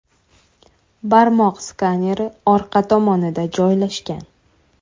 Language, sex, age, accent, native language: Uzbek, female, 18-24, Toshkent viloyati, Uzbek